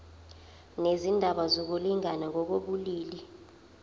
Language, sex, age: Zulu, female, 24